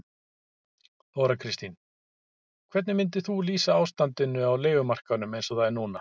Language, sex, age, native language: Icelandic, male, 50-59, Icelandic